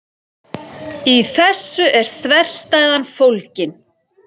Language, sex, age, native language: Icelandic, female, 40-49, Icelandic